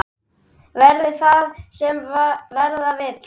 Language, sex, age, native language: Icelandic, male, 10, Icelandic